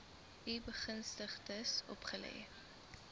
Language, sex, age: Afrikaans, female, 19